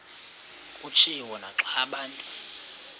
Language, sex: Xhosa, male